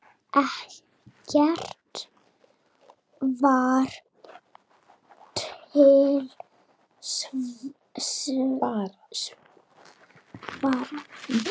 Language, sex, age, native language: Icelandic, female, 9, Icelandic